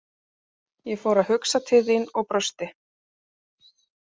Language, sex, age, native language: Icelandic, female, 30-39, Icelandic